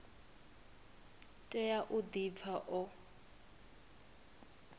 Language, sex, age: Venda, female, 25